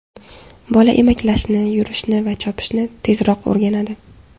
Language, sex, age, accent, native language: Uzbek, female, 18-24, Samarqand, Uzbek